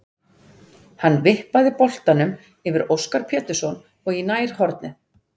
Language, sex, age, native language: Icelandic, female, 40-49, Icelandic